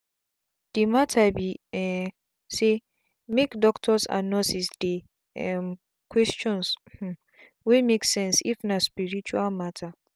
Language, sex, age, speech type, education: Nigerian Pidgin, female, 15-29, spontaneous, tertiary